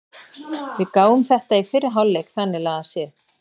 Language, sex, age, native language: Icelandic, female, 40-49, Icelandic